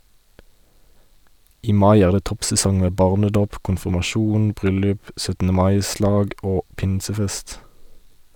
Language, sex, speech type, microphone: Norwegian, male, read, Sennheiser